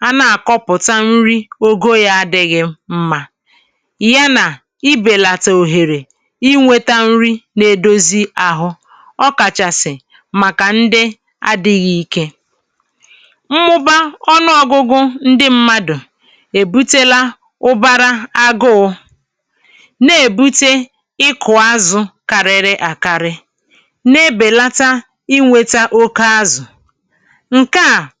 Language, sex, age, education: Igbo, female, 30-45, tertiary